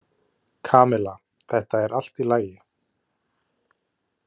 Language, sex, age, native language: Icelandic, male, 30-39, Icelandic